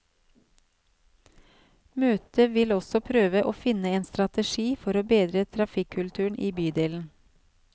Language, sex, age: Norwegian, female, 37